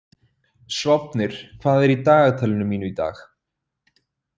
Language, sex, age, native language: Icelandic, male, 30-39, Icelandic